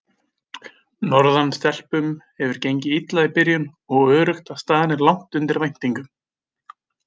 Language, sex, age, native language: Icelandic, female, 80-89, Icelandic